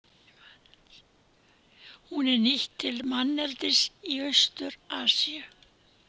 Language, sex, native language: Icelandic, female, Icelandic